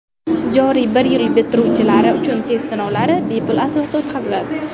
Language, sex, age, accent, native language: Uzbek, female, 19-29, Navoiy, Uzbek